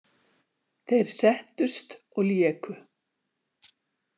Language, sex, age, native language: Icelandic, female, 60-69, Icelandic